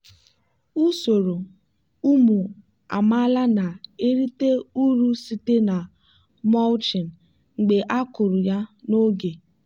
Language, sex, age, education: Igbo, female, 15-29, tertiary